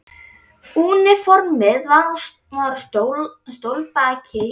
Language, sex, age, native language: Icelandic, female, 11, Icelandic